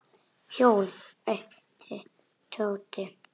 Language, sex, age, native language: Icelandic, female, 10, Icelandic